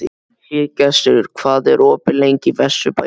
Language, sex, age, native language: Icelandic, male, 12, Icelandic